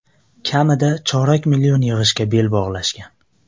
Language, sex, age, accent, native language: Uzbek, male, 25-34, Andijon, Uzbek